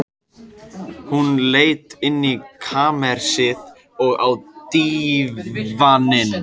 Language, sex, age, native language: Icelandic, male, 14, Icelandic